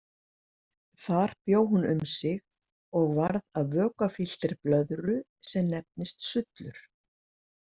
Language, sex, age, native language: Icelandic, female, 60-69, Icelandic